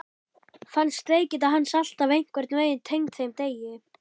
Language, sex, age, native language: Icelandic, male, 11, Icelandic